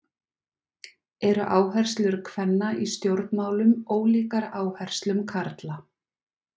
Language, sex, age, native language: Icelandic, female, 40-49, Icelandic